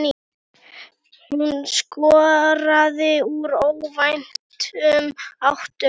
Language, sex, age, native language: Icelandic, female, 9, Icelandic